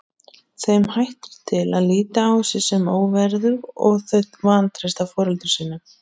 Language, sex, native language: Icelandic, male, Icelandic